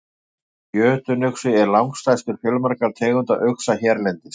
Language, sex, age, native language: Icelandic, male, 50-59, Icelandic